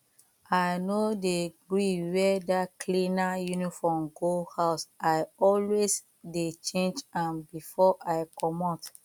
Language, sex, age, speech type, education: Nigerian Pidgin, female, 30-45, spontaneous, tertiary